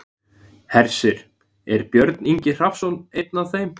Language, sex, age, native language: Icelandic, male, 20-29, Icelandic